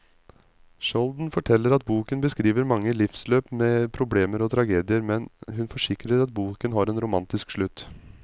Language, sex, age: Norwegian, male, 35